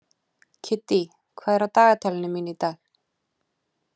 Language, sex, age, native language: Icelandic, female, 30-39, Icelandic